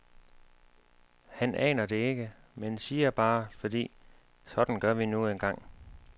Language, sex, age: Danish, male, 35